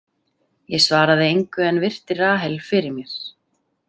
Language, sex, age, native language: Icelandic, female, 30-39, Icelandic